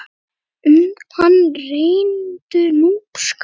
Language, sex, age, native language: Icelandic, male, 8, Icelandic